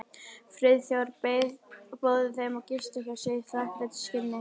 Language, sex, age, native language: Icelandic, female, 11, Icelandic